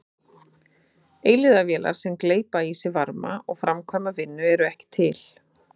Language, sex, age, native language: Icelandic, female, 30-39, Icelandic